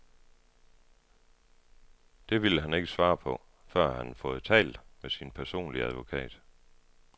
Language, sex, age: Danish, male, 33